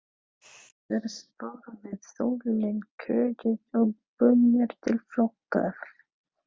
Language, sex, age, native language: Icelandic, female, 30-39, Filipino